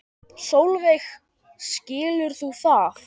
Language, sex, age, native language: Icelandic, male, 10, Icelandic